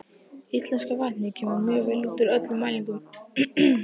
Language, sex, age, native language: Icelandic, male, 18-19, Icelandic